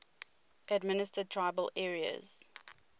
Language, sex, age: English, female, 22